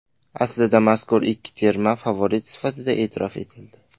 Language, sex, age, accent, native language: Uzbek, male, under 19, Qashqadaryo, Uzbek